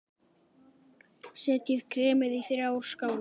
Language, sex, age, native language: Icelandic, male, 10, Icelandic